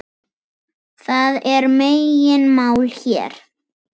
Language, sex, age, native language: Icelandic, female, 10, Icelandic